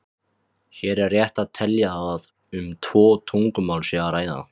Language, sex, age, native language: Icelandic, male, 18-19, Icelandic